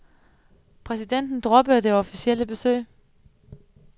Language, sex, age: Danish, female, 35